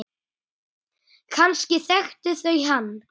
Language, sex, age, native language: Icelandic, male, 8, Icelandic